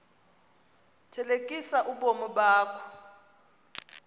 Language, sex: Xhosa, female